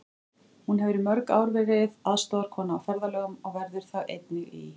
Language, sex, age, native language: Icelandic, female, 40-49, Icelandic